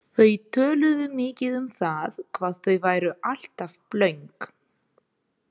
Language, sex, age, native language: Icelandic, female, 30-39, Ukrainian